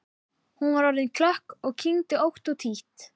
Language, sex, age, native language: Icelandic, female, 12, Icelandic